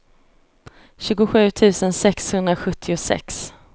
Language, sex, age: Swedish, female, 34